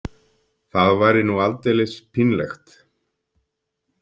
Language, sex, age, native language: Icelandic, male, 50-59, Icelandic